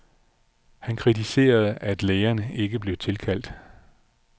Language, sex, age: Danish, male, 46